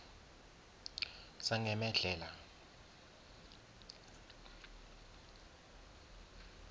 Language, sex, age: South Ndebele, male, 19